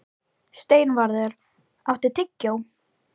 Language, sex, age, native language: Icelandic, female, 12, Icelandic